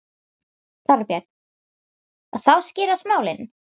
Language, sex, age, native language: Icelandic, female, 18-19, Icelandic